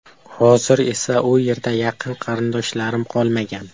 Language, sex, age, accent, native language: Uzbek, male, 12-17, Qashqadaryo, Uzbek